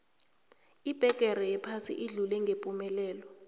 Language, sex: South Ndebele, female